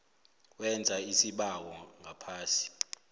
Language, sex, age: South Ndebele, male, 25